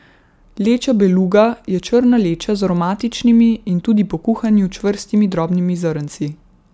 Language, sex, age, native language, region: Slovenian, female, 18-29, Slovenian, Central Slovenia